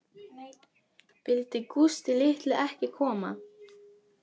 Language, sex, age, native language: Icelandic, female, 20-29, Polish